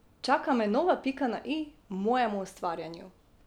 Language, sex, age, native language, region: Slovenian, female, 18-29, Slovenian, Drava region